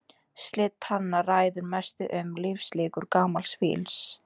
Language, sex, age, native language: Icelandic, female, 18-19, Icelandic